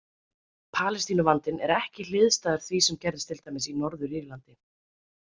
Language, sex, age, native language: Icelandic, female, 30-39, Icelandic